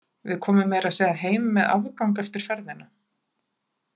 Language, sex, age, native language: Icelandic, female, 40-49, Icelandic